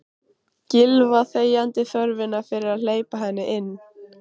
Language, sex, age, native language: Icelandic, female, 15, Icelandic